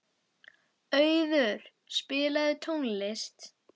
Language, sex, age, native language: Icelandic, female, 12, Icelandic